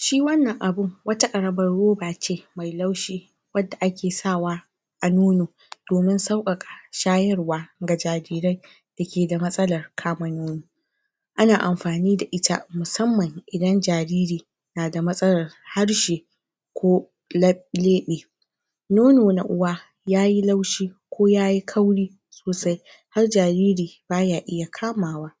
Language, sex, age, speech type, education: Hausa, female, 30-45, spontaneous, tertiary